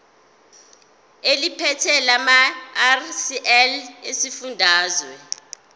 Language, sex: Zulu, female